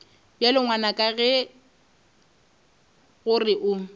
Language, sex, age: Northern Sotho, female, 26